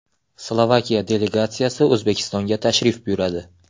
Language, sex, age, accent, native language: Uzbek, male, 18-24, Xorazm, Uzbek